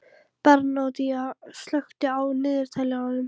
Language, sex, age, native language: Icelandic, female, 11, Icelandic